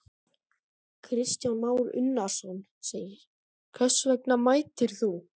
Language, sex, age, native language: Icelandic, male, 13, Icelandic